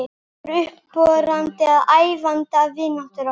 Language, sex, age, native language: Icelandic, female, 12, Icelandic